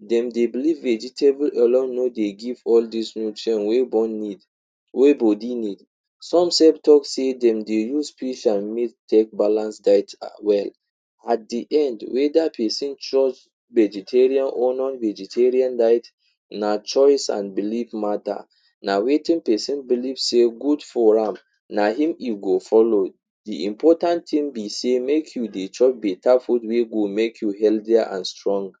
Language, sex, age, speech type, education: Nigerian Pidgin, male, 46-60, spontaneous, tertiary